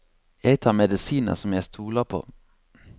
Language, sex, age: Norwegian, male, 26